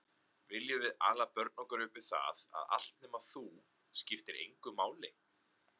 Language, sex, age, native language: Icelandic, male, 30-39, Icelandic